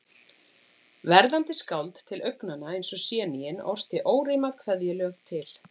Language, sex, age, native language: Icelandic, female, 40-49, Icelandic